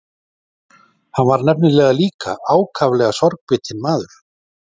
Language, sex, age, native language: Icelandic, male, 40-49, Icelandic